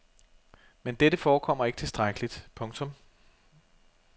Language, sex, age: Danish, male, 32